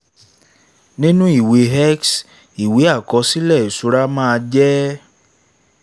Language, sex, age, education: Yoruba, male, 15-29, tertiary